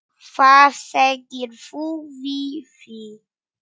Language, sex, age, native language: Icelandic, male, 9, Polish